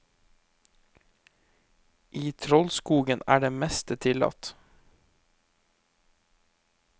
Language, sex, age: Norwegian, male, 23